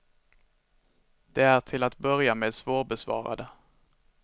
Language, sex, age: Swedish, male, 21